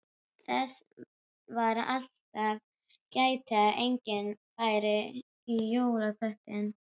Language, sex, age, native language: Icelandic, female, 12, Icelandic